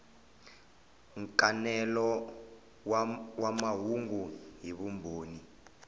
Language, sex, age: Tsonga, male, 21